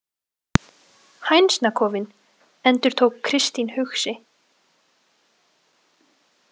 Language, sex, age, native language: Icelandic, female, 20-29, Icelandic